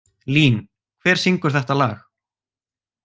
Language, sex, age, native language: Icelandic, male, 18-19, Icelandic